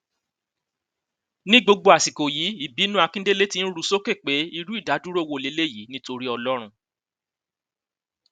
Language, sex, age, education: Yoruba, male, 30-45, tertiary